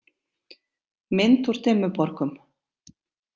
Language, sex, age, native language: Icelandic, female, 50-59, Icelandic